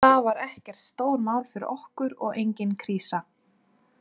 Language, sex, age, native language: Icelandic, female, 20-29, Icelandic